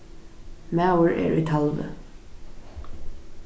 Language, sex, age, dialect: Faroese, female, 15-35, Vágar